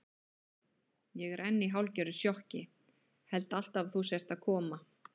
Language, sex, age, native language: Icelandic, female, 30-39, Icelandic